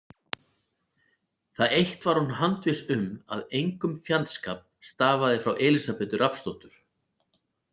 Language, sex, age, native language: Icelandic, male, 40-49, Icelandic